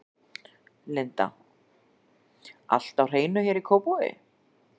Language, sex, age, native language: Icelandic, female, 40-49, Icelandic